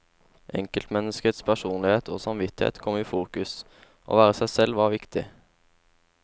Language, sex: Norwegian, male